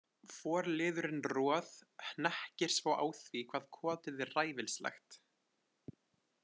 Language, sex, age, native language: Icelandic, male, 20-29, Icelandic